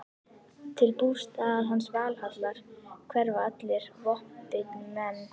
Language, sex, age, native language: Icelandic, female, 11, Icelandic